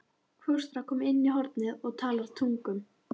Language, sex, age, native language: Icelandic, female, 12, Icelandic